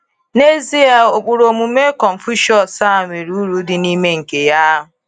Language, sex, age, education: Igbo, female, 15-29, tertiary